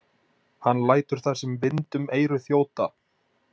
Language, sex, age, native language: Icelandic, male, 20-29, Icelandic